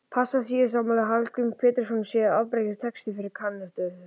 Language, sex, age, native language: Icelandic, male, 11, Icelandic